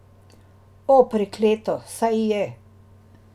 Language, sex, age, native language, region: Slovenian, female, 60+, Slovenian, Drava region